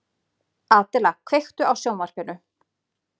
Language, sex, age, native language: Icelandic, female, 30-39, Icelandic